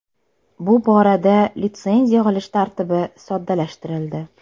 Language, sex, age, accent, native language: Uzbek, female, 35+, Toshkent shahri, Uzbek